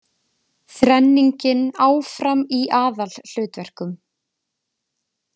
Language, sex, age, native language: Icelandic, female, 20-29, Icelandic